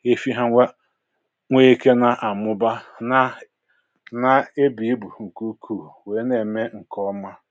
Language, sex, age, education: Igbo, male, 60+, tertiary